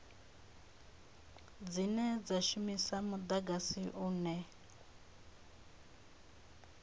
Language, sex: Venda, female